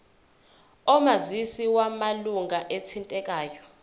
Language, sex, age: Zulu, female, 21